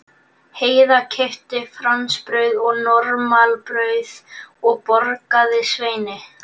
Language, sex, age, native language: Icelandic, male, 11, Icelandic